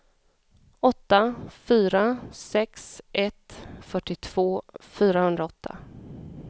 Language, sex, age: Swedish, female, 34